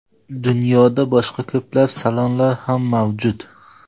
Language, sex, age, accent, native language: Uzbek, male, 18-24, Samarqand, Uzbek